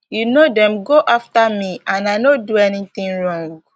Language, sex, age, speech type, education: Nigerian Pidgin, female, 15-29, spontaneous, tertiary